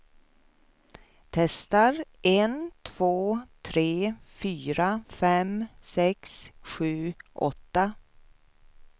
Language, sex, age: Swedish, female, 53